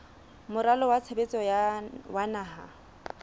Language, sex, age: Southern Sotho, female, 25